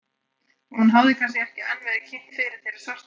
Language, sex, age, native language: Icelandic, male, 12, Icelandic